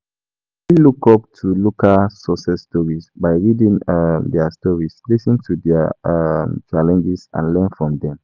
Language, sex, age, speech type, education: Nigerian Pidgin, male, 15-29, spontaneous, tertiary